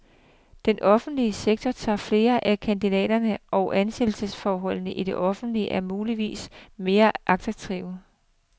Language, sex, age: Danish, female, 42